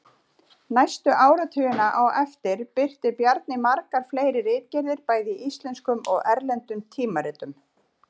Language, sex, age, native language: Icelandic, female, 40-49, Icelandic